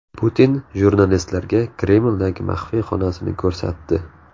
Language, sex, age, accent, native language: Uzbek, male, 18-24, Navoiy, Uzbek